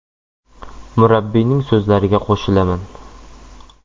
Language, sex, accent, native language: Uzbek, male, Jizzax, Uzbek